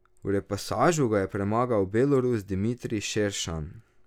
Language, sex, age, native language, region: Slovenian, male, 18-29, Slovenian, Drava region